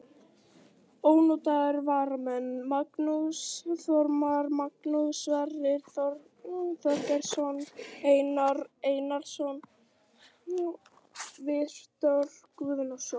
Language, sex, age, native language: Icelandic, other, 18-19, Icelandic